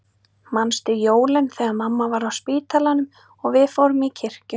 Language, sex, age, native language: Icelandic, female, 30-39, Icelandic